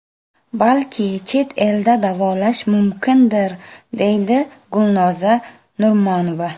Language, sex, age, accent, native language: Uzbek, female, 25-34, Samarqand, Uzbek